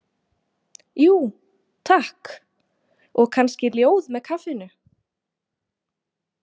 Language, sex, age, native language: Icelandic, female, 20-29, Icelandic